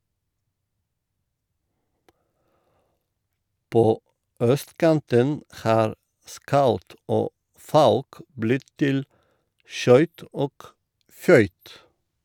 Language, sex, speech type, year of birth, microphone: Norwegian, male, read, 1958, Shure